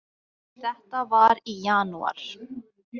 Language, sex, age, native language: Icelandic, female, 20-29, Icelandic